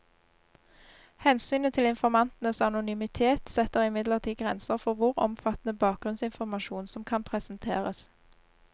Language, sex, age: Norwegian, female, 26